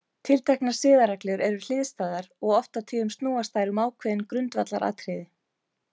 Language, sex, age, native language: Icelandic, female, 30-39, Icelandic